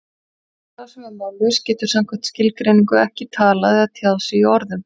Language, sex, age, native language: Icelandic, female, 40-49, Icelandic